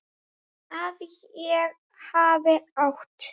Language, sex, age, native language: Icelandic, female, 10, Icelandic